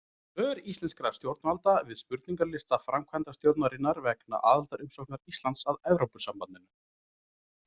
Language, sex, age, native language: Icelandic, male, 30-39, Icelandic